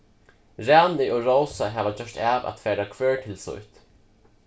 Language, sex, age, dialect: Faroese, male, 15-35, Suðurstreymoy